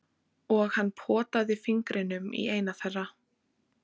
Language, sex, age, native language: Icelandic, female, 14, Icelandic